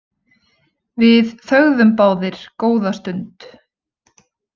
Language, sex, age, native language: Icelandic, female, 20-29, Icelandic